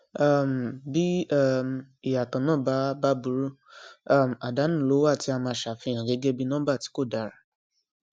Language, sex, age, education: Yoruba, female, 15-29, tertiary